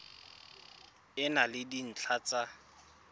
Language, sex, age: Tswana, male, 24